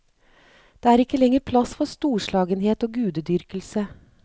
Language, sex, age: Norwegian, female, 39